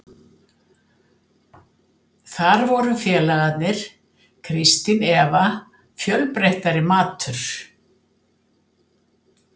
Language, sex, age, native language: Icelandic, female, 70-79, Icelandic